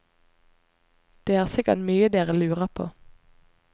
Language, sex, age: Norwegian, female, 25